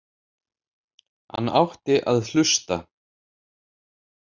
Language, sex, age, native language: Icelandic, male, 30-39, Icelandic